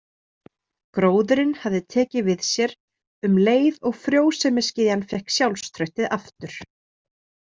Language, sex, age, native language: Icelandic, female, 30-39, Icelandic